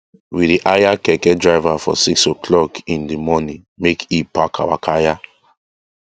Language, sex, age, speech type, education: Nigerian Pidgin, male, 15-29, spontaneous, tertiary